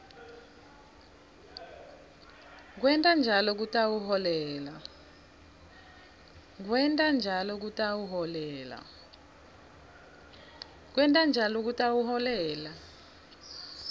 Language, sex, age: Swati, female, 26